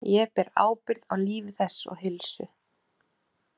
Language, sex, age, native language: Icelandic, female, 30-39, Icelandic